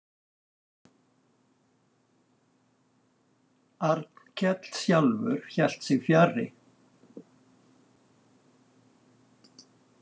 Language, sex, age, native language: Icelandic, male, 60-69, Icelandic